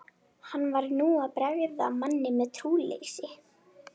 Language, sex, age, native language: Icelandic, female, 11, Icelandic